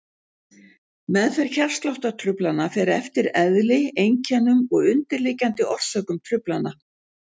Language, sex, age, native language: Icelandic, female, 60-69, Icelandic